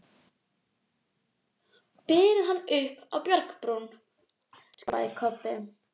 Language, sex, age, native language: Icelandic, female, 12, Icelandic